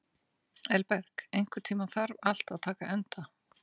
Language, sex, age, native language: Icelandic, female, 60-69, Icelandic